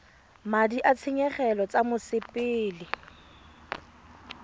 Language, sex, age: Tswana, female, 31